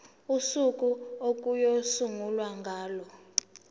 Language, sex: Zulu, female